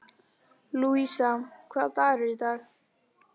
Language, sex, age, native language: Icelandic, female, 11, Icelandic